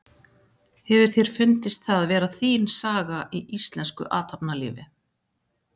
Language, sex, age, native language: Icelandic, female, 40-49, Icelandic